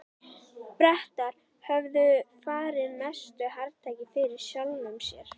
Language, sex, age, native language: Icelandic, female, 11, Icelandic